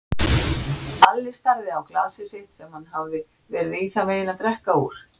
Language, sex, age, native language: Icelandic, female, 60-69, Icelandic